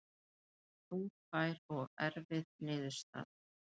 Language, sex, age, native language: Icelandic, female, 30-39, Icelandic